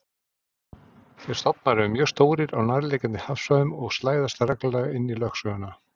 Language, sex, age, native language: Icelandic, male, 40-49, Icelandic